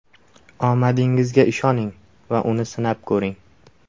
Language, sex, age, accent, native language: Uzbek, male, 18-24, Surxondaryo, Uzbek